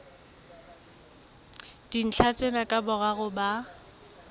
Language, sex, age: Southern Sotho, female, 21